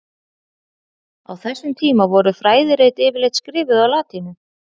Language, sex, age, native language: Icelandic, female, 40-49, Icelandic